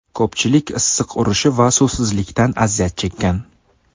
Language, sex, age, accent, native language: Uzbek, male, 18-24, Qoraqalpog'iston, Karakalpak